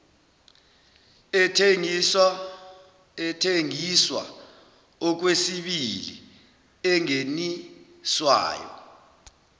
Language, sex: Zulu, male